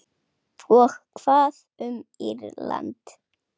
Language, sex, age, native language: Icelandic, female, 10, Icelandic